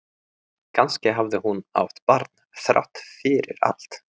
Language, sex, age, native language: Icelandic, male, 30-39, Swedish